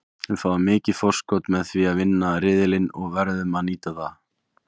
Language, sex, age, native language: Icelandic, male, 20-29, Icelandic